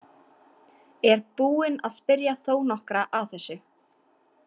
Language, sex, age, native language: Icelandic, female, 18-19, Icelandic